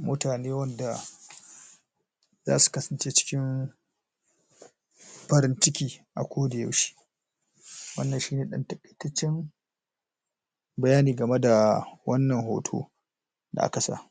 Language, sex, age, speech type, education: Hausa, male, 30-45, spontaneous, tertiary